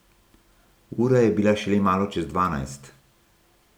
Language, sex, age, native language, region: Slovenian, male, 60+, Slovenian, Gorenjska region